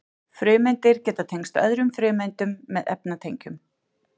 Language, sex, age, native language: Icelandic, female, 40-49, Icelandic